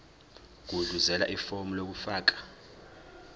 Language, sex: Zulu, male